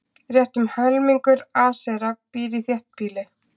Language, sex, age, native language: Icelandic, female, 20-29, Icelandic